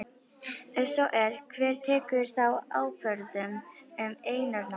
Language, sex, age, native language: Icelandic, female, 50-59, Icelandic